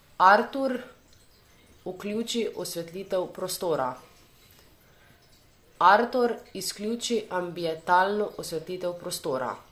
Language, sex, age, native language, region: Slovenian, female, 18-29, Slovenian, Savinja region